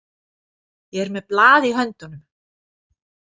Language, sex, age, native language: Icelandic, female, 40-49, Icelandic